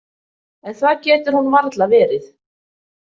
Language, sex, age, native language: Icelandic, female, 20-29, Icelandic